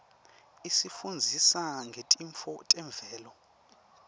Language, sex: Swati, male